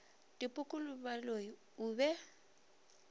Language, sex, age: Northern Sotho, female, 23